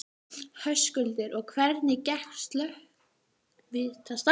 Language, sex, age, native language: Icelandic, female, 12, Icelandic